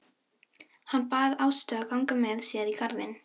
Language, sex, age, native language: Icelandic, female, 13, Filipino